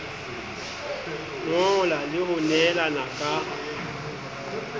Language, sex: Southern Sotho, male